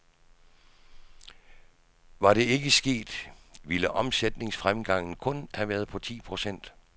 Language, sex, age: Danish, male, 66